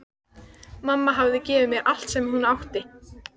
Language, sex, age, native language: Icelandic, female, 14, Icelandic